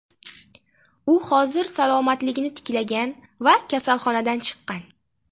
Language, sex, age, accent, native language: Uzbek, female, 18-24, Farg'ona, Uzbek